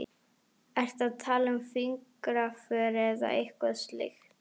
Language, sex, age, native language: Icelandic, female, 11, Icelandic